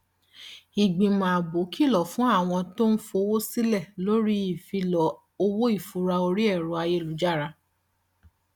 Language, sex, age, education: Yoruba, female, 30-45, tertiary